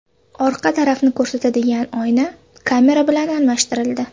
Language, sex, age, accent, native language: Uzbek, female, 25-34, Surxondaryo, Uzbek